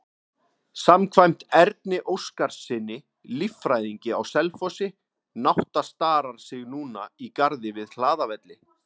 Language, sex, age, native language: Icelandic, male, 30-39, Icelandic